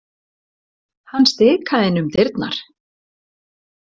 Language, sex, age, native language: Icelandic, female, 60-69, Icelandic